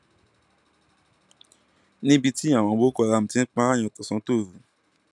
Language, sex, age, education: Yoruba, male, 15-29, tertiary